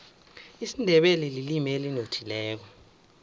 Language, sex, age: South Ndebele, male, 24